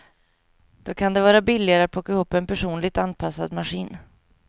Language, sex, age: Swedish, female, 22